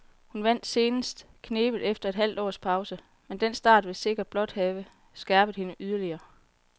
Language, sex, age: Danish, female, 40